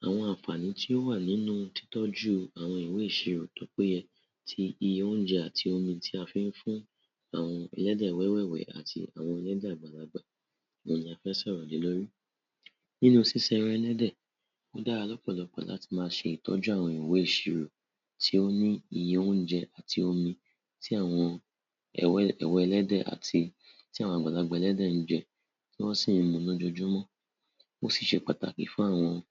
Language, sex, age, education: Yoruba, male, 60+, tertiary